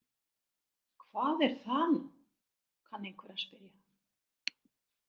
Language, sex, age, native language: Icelandic, female, 60-69, Icelandic